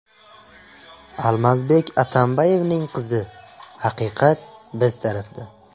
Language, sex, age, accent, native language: Uzbek, male, 18-24, Buxoro, Uzbek